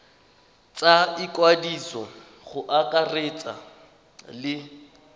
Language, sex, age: Tswana, male, 21